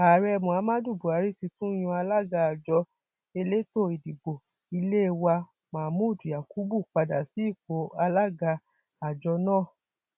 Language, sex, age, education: Yoruba, female, 15-29, tertiary